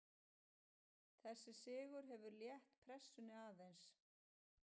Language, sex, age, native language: Icelandic, female, 50-59, Icelandic